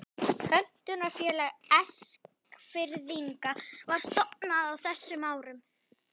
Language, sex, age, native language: Icelandic, female, 11, Icelandic